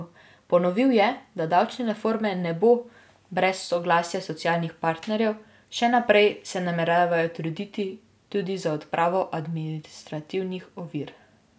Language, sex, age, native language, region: Slovenian, female, 18-29, Slovenian, Drava region